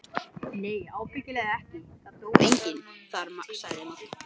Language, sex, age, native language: Icelandic, male, 12, Icelandic